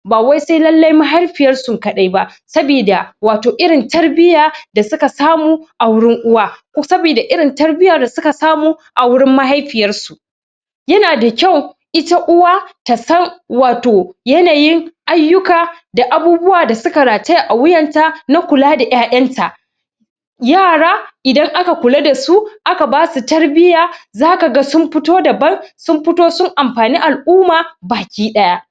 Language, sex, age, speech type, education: Hausa, female, 15-29, spontaneous, tertiary